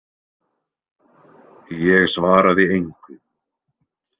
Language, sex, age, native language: Icelandic, male, 20-29, Icelandic